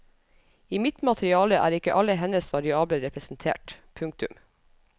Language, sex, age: Norwegian, female, 37